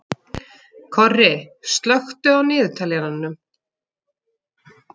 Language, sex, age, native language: Icelandic, female, 40-49, Icelandic